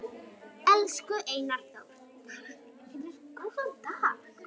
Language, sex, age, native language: Icelandic, female, 11, Icelandic